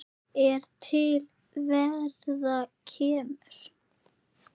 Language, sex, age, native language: Icelandic, female, 8, Icelandic